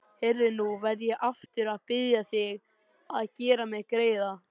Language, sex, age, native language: Icelandic, male, 20-29, Icelandic